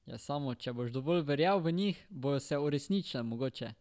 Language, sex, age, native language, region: Slovenian, male, 12-17, Slovenian, Drava region